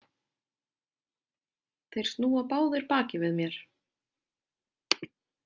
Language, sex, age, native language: Icelandic, female, 30-39, Icelandic